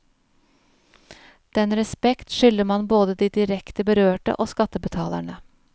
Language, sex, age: Norwegian, female, 41